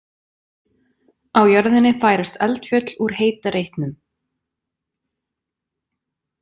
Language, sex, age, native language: Icelandic, female, 20-29, Icelandic